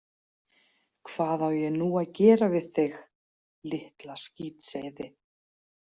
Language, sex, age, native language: Icelandic, female, 40-49, Icelandic